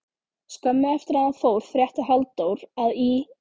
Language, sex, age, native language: Icelandic, female, 14, Icelandic